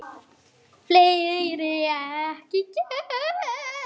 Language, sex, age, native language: Icelandic, female, 8, Icelandic